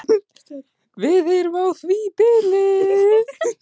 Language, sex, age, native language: Icelandic, male, 16, Icelandic